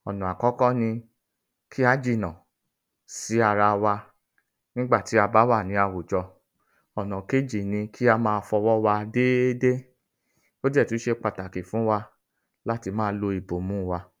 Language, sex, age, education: Yoruba, male, 30-45, tertiary